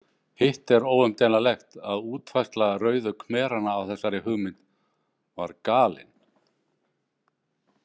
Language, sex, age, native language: Icelandic, male, 60-69, Icelandic